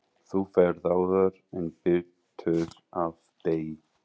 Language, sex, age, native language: Icelandic, female, 40-49, English